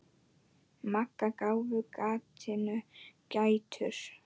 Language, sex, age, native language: Icelandic, male, 9, Icelandic